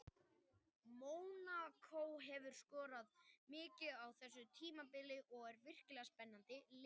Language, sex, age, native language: Icelandic, male, 18-19, Icelandic